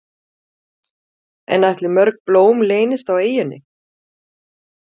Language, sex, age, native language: Icelandic, female, 40-49, Icelandic